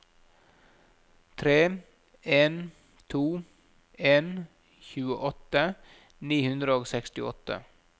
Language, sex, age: Norwegian, male, 37